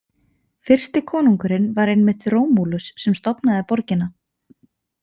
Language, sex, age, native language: Icelandic, female, 20-29, Icelandic